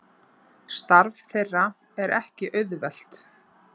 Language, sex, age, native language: Icelandic, female, 30-39, Icelandic